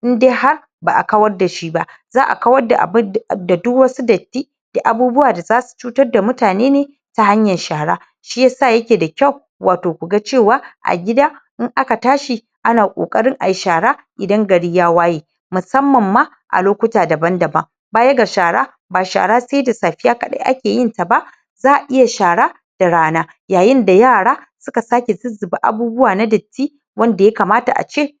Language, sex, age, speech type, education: Hausa, female, 30-45, spontaneous, tertiary